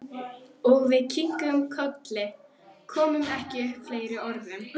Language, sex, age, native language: Icelandic, female, 12, Icelandic